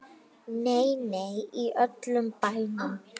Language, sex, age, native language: Icelandic, female, 9, Icelandic